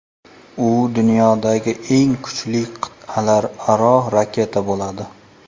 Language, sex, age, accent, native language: Uzbek, male, 35+, Surxondaryo, Uzbek